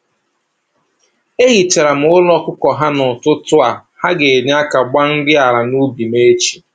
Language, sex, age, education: Igbo, male, 15-29, tertiary